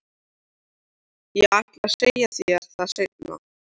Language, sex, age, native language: Icelandic, male, 13, Icelandic